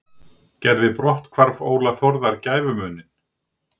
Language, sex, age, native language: Icelandic, male, 60-69, Icelandic